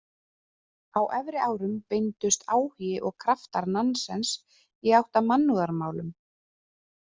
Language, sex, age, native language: Icelandic, female, 30-39, Icelandic